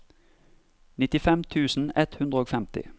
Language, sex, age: Norwegian, male, 32